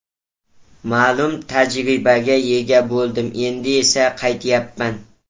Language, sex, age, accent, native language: Uzbek, male, 18-24, Toshkent viloyati, Uzbek